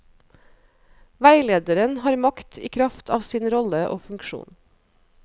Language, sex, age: Norwegian, female, 37